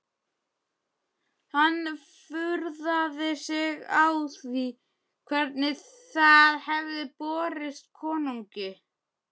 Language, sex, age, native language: Icelandic, male, 12, Icelandic